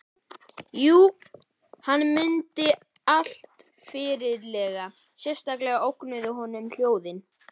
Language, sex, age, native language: Icelandic, male, 11, Icelandic